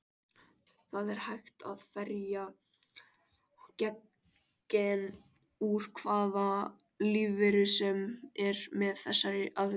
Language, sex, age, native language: Icelandic, male, 18-19, Icelandic